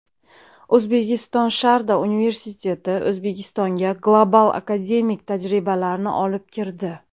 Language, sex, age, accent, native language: Uzbek, female, 30-39, Andijon, Uzbek